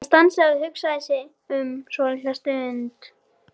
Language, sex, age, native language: Icelandic, female, 13, Icelandic